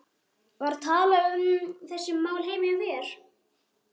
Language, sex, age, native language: Icelandic, male, 11, Icelandic